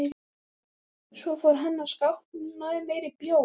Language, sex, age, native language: Icelandic, female, 14, Icelandic